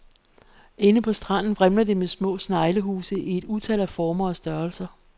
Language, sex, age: Danish, female, 48